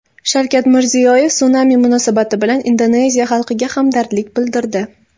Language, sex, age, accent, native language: Uzbek, female, 19-29, Toshkent viloyati, Uzbek